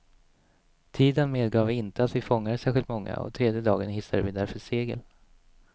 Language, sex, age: Swedish, male, 27